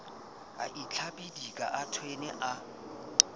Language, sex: Southern Sotho, male